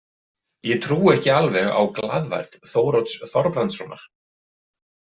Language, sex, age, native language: Icelandic, male, 40-49, Icelandic